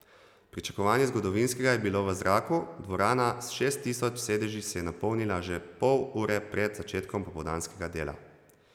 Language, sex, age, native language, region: Slovenian, male, 30-49, Slovenian, Zasavska region